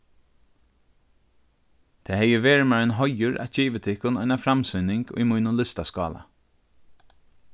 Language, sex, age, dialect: Faroese, male, 36-60, Norðurstreymoy/Eysturoy